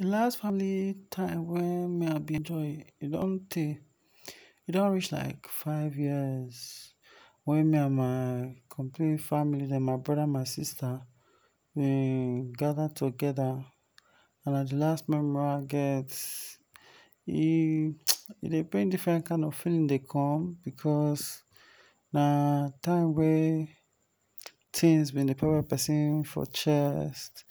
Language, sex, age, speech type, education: Nigerian Pidgin, male, 15-29, spontaneous, tertiary